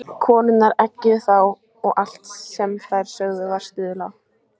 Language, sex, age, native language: Icelandic, female, 14, Icelandic